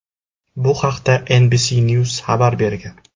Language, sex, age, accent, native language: Uzbek, male, 18-24, Jizzax, Uzbek